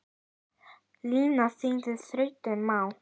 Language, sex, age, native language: Icelandic, female, 10, Icelandic